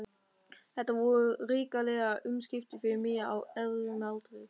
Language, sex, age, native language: Icelandic, male, 13, German